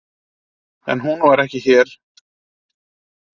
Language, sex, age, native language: Icelandic, male, 30-39, Icelandic